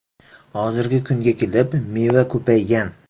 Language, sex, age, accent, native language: Uzbek, male, 18-24, Samarqand, Uzbek